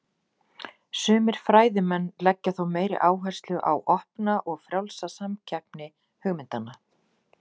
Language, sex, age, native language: Icelandic, female, 40-49, Icelandic